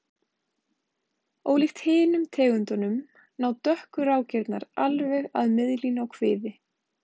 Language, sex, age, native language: Icelandic, female, 20-29, Icelandic